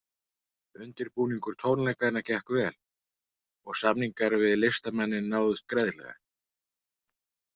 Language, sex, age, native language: Icelandic, male, 40-49, Icelandic